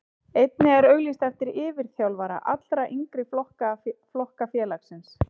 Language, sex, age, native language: Icelandic, female, 30-39, Icelandic